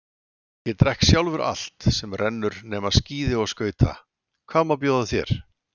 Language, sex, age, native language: Icelandic, male, 40-49, Icelandic